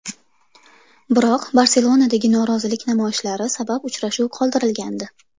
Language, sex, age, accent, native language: Uzbek, female, 25-34, Toshkent shahri, Uzbek